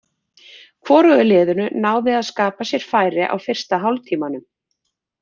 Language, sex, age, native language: Icelandic, female, 40-49, Icelandic